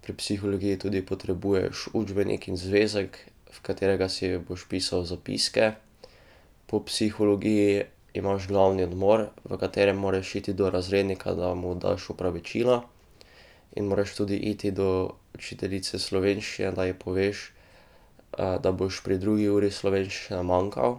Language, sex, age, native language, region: Slovenian, male, 12-17, Slovenian, Drava region